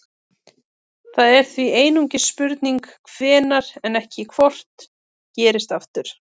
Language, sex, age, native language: Icelandic, female, 30-39, Icelandic